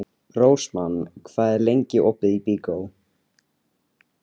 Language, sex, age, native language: Icelandic, male, 13, Icelandic